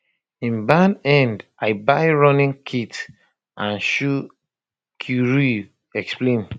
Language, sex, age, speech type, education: Nigerian Pidgin, male, 30-45, spontaneous, tertiary